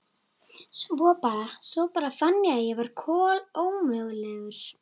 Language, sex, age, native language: Icelandic, female, 11, Icelandic